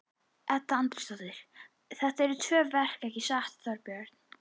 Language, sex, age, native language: Icelandic, female, 11, Icelandic